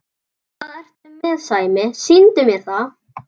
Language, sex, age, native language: Icelandic, male, 11, Icelandic